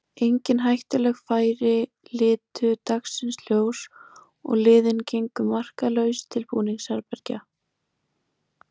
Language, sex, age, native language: Icelandic, female, 20-29, Icelandic